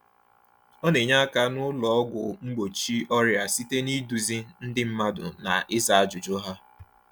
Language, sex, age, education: Igbo, male, 15-29, tertiary